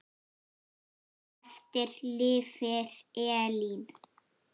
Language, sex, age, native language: Icelandic, male, 8, Icelandic